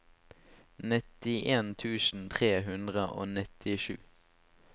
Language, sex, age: Norwegian, male, 18